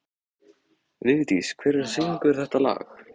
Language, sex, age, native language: Icelandic, male, 14, Icelandic